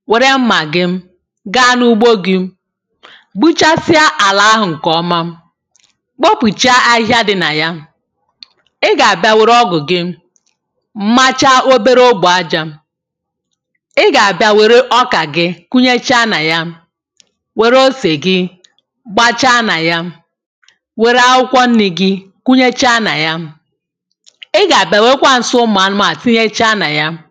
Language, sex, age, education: Igbo, female, 15-29, tertiary